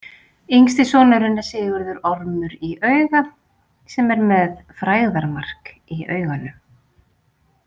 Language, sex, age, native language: Icelandic, female, 40-49, Icelandic